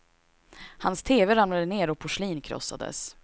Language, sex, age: Swedish, female, 26